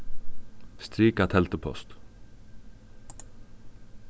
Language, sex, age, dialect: Faroese, male, 15-35, Suðurstreymoy